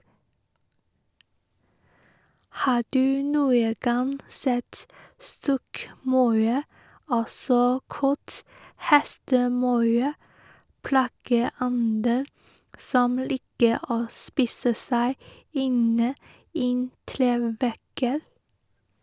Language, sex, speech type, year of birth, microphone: Norwegian, female, read, 1986, Sennheiser